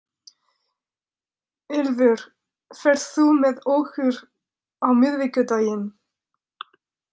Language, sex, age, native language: Icelandic, female, 30-39, French